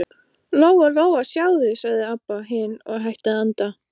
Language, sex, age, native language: Icelandic, female, 14, Icelandic